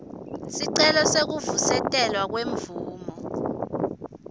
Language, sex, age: Swati, female, 21